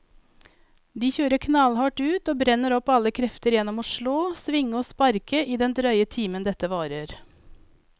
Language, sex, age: Norwegian, female, 42